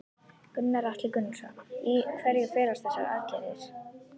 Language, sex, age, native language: Icelandic, female, 11, Icelandic